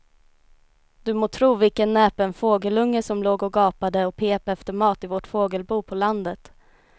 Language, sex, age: Swedish, female, 19